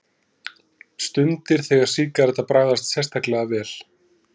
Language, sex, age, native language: Icelandic, male, 30-39, Icelandic